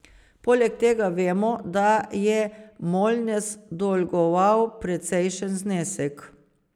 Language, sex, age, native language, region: Slovenian, female, 50-59, Slovenian, Savinja region